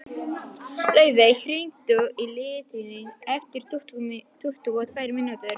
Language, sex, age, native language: Icelandic, female, 11, Polish